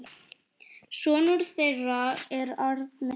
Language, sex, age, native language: Icelandic, female, 10, Icelandic